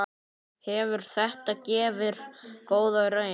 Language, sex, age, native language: Icelandic, male, 9, Icelandic